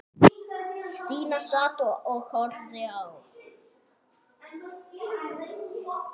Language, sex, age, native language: Icelandic, male, 8, Icelandic